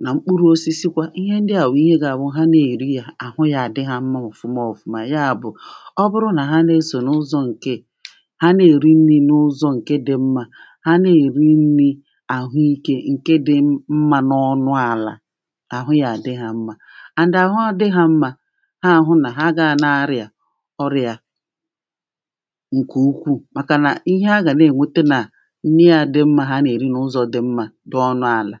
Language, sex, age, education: Igbo, female, 30-45, primary